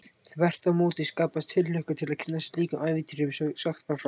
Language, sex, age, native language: Icelandic, male, 18-19, Icelandic